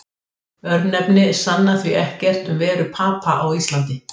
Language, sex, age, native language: Icelandic, female, 60-69, Icelandic